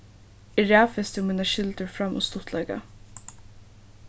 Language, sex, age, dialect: Faroese, female, 15-35, Suðurstreymoy